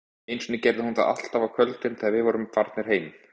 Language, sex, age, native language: Icelandic, male, 20-29, Icelandic